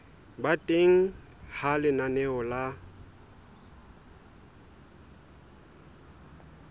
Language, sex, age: Southern Sotho, male, 20